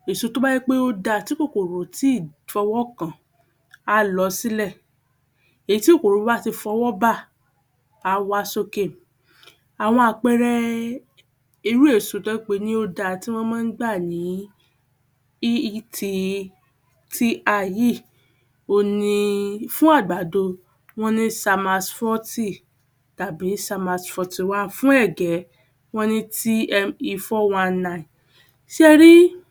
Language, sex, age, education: Yoruba, female, 15-29, tertiary